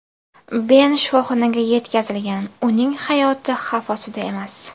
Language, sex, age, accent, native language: Uzbek, female, 19-29, Buxoro, Uzbek